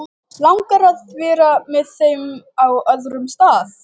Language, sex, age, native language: Icelandic, female, 13, Icelandic